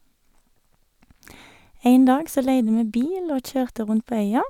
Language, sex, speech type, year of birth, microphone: Norwegian, female, spontaneous, 1978, Sennheiser